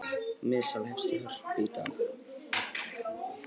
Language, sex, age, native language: Icelandic, male, 18-19, Icelandic